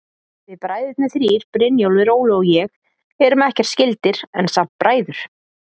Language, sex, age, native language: Icelandic, female, 40-49, Icelandic